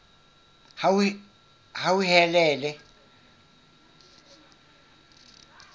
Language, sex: Southern Sotho, male